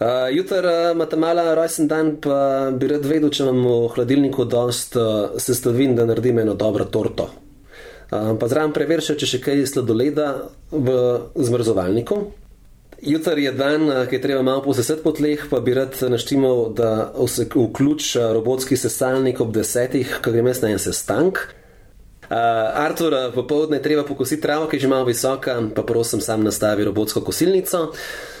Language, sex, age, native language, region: Slovenian, male, 30-49, Slovenian, Central Slovenia